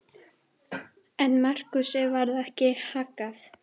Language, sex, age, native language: Icelandic, female, 10, Icelandic